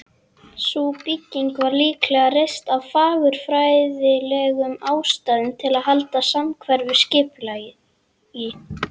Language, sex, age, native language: Icelandic, female, 18-19, Icelandic